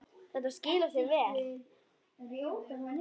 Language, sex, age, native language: Icelandic, female, 10, Icelandic